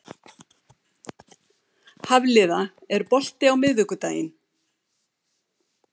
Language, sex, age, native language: Icelandic, female, 70-79, Icelandic